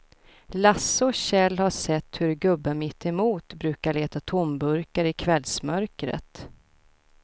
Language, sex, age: Swedish, female, 32